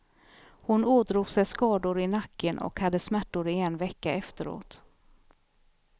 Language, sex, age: Swedish, female, 43